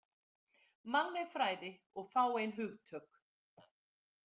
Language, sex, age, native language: Icelandic, female, 50-59, Icelandic